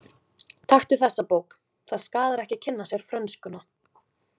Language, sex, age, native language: Icelandic, female, 20-29, Icelandic